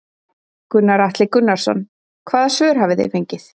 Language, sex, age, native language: Icelandic, female, 30-39, Icelandic